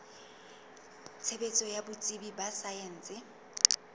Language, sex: Southern Sotho, female